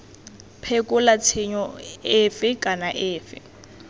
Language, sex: Tswana, female